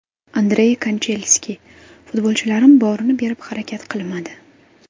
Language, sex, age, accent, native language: Uzbek, female, 18-24, Andijon, Uzbek